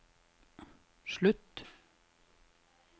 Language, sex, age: Norwegian, male, 26